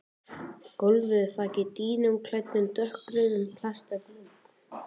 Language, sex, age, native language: Icelandic, male, 14, Icelandic